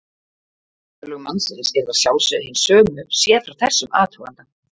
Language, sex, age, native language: Icelandic, female, 40-49, Icelandic